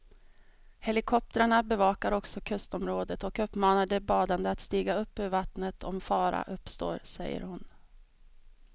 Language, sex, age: Swedish, female, 32